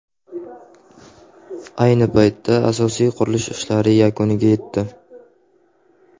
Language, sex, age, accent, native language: Uzbek, male, 18-24, Qashqadaryo, Uzbek